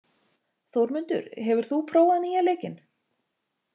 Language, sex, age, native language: Icelandic, female, 30-39, Icelandic